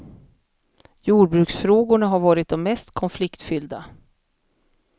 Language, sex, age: Swedish, female, 50